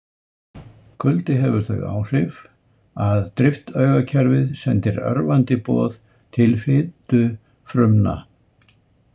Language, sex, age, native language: Icelandic, male, 70-79, Icelandic